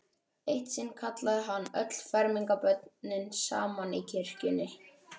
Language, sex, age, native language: Icelandic, male, 12, Icelandic